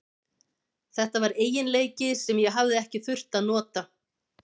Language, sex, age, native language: Icelandic, female, 50-59, Icelandic